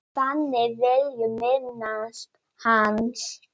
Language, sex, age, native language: Icelandic, female, 9, Polish